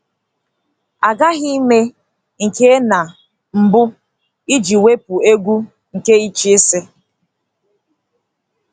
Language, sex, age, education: Igbo, female, 15-29, tertiary